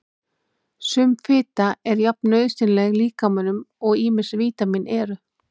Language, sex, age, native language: Icelandic, female, 30-39, Icelandic